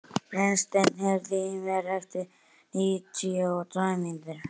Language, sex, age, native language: Icelandic, male, 11, Icelandic